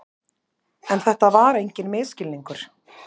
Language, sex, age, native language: Icelandic, female, 30-39, Icelandic